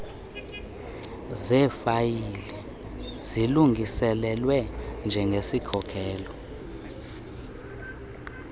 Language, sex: Xhosa, male